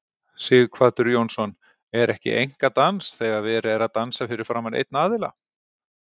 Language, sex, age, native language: Icelandic, male, 40-49, Icelandic